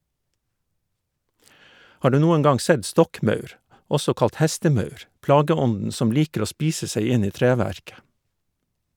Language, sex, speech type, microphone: Norwegian, male, read, Shure